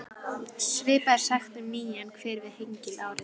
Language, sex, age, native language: Icelandic, female, 11, Icelandic